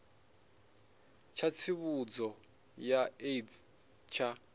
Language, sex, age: Venda, male, 21